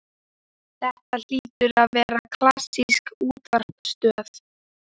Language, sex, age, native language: Icelandic, male, 12, Icelandic